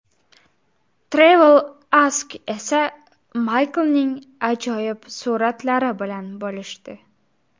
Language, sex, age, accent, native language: Uzbek, female, 18-24, Farg'ona, Uzbek